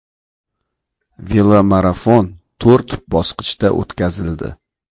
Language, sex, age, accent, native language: Uzbek, male, 35+, Toshkent shahri, Uzbek